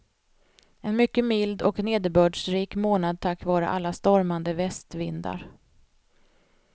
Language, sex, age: Swedish, female, 45